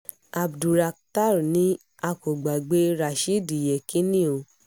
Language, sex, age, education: Yoruba, female, 15-29, tertiary